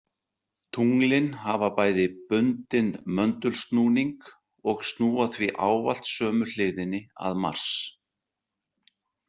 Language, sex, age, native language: Icelandic, male, 60-69, Icelandic